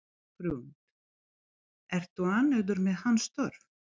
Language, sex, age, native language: Icelandic, female, 40-49, Serbo-Croatian